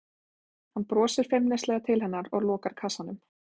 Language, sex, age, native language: Icelandic, female, 20-29, Icelandic